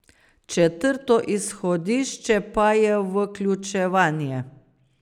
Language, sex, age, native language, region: Slovenian, female, 50-59, Slovenian, Savinja region